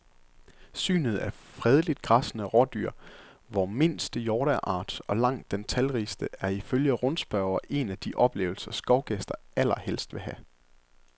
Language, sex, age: Danish, male, 24